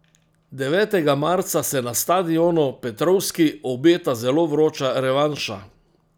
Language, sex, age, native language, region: Slovenian, male, 60+, Slovenian, Central Slovenia